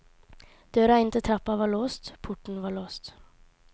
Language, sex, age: Norwegian, female, 18